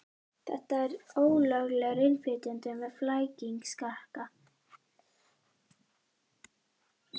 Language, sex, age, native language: Icelandic, female, 12, Icelandic